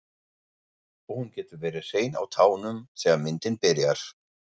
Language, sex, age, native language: Icelandic, male, 40-49, German